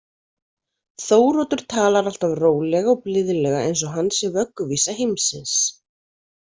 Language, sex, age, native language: Icelandic, female, 40-49, Icelandic